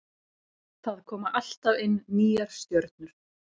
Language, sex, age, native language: Icelandic, female, 30-39, Icelandic